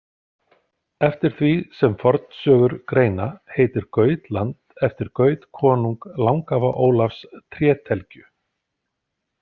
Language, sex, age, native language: Icelandic, male, 40-49, Icelandic